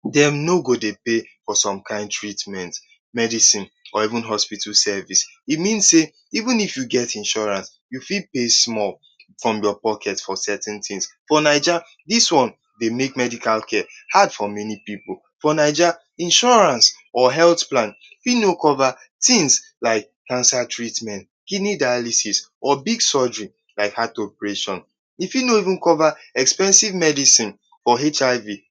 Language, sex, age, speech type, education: Nigerian Pidgin, male, 15-29, spontaneous, tertiary